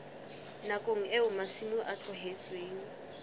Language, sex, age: Southern Sotho, female, 19